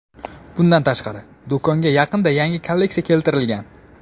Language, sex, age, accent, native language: Uzbek, male, 18-24, Namangan, Uzbek